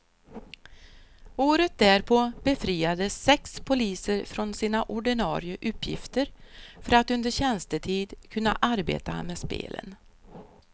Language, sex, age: Swedish, female, 53